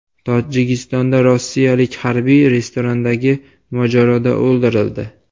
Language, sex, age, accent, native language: Uzbek, male, 18-24, Andijon, Uzbek